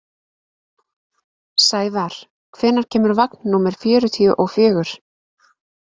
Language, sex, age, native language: Icelandic, female, 20-29, Icelandic